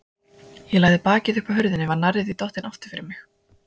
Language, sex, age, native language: Icelandic, female, 20-29, Icelandic